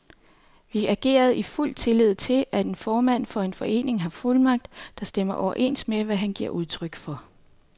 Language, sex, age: Danish, female, 39